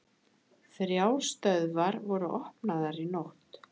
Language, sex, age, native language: Icelandic, female, 60-69, Icelandic